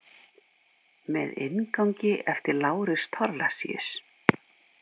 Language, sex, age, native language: Icelandic, female, 50-59, Icelandic